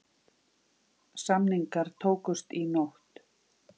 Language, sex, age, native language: Icelandic, female, 50-59, Icelandic